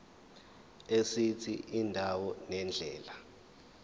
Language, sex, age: Zulu, male, 21